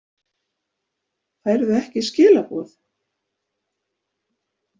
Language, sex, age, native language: Icelandic, female, 50-59, Icelandic